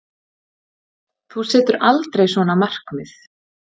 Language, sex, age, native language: Icelandic, female, 30-39, Icelandic